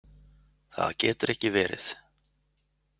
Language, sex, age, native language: Icelandic, male, 40-49, Icelandic